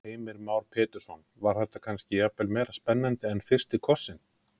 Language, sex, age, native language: Icelandic, male, 30-39, Icelandic